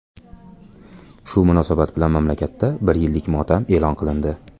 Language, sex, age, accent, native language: Uzbek, male, 18-24, Toshkent viloyati, Uzbek